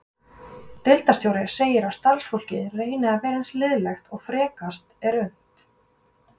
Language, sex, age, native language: Icelandic, female, 20-29, Icelandic